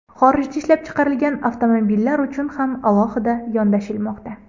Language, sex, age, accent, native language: Uzbek, female, 18-24, Andijon, Uzbek